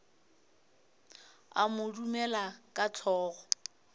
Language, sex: Northern Sotho, female